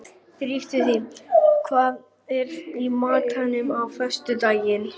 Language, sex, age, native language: Icelandic, female, 50-59, Icelandic